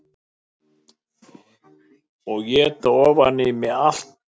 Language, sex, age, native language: Icelandic, male, 60-69, Icelandic